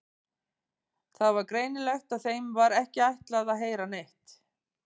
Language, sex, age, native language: Icelandic, female, 50-59, Icelandic